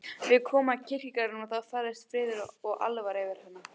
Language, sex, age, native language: Icelandic, female, 16, Icelandic